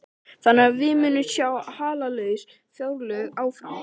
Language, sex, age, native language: Icelandic, male, 13, Icelandic